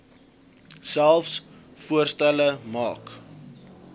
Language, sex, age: Afrikaans, male, 20